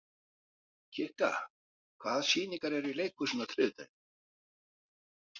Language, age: Icelandic, 50-59